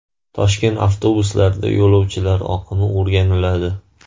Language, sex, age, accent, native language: Uzbek, male, 18-24, Farg'ona, Uzbek